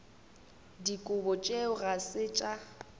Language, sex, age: Northern Sotho, female, 21